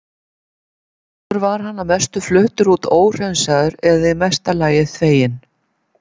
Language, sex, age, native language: Icelandic, female, 70-79, Icelandic